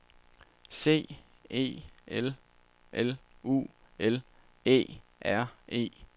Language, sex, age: Danish, male, 27